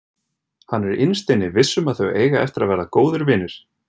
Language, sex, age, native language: Icelandic, male, 30-39, Icelandic